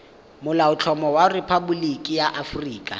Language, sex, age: Tswana, male, 19